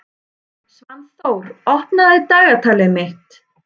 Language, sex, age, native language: Icelandic, male, 11, Icelandic